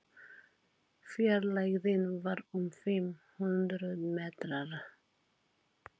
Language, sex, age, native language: Icelandic, female, 40-49, Filipino